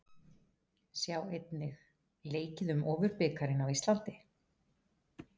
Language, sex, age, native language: Icelandic, female, 40-49, Icelandic